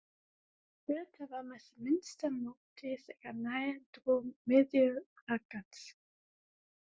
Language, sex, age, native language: Icelandic, female, 20-29, German